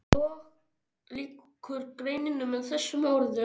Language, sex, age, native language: Icelandic, male, 13, Icelandic